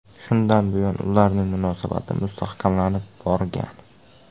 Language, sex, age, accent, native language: Uzbek, male, 18-24, Jizzax, Uzbek